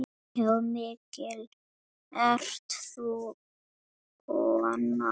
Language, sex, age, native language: Icelandic, female, 8, Icelandic